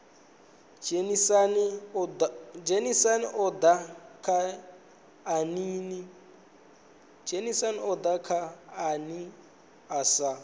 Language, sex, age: Venda, male, 19